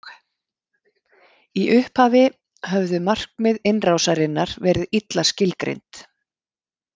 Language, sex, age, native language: Icelandic, female, 50-59, Icelandic